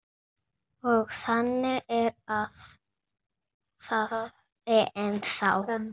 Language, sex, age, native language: Icelandic, female, 8, Icelandic